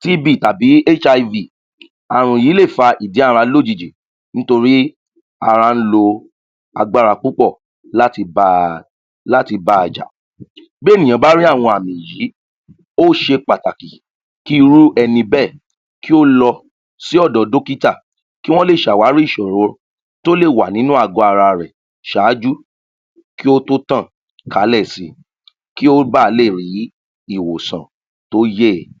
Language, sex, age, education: Yoruba, male, 30-45, tertiary